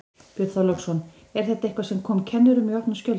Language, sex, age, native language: Icelandic, female, 20-29, Icelandic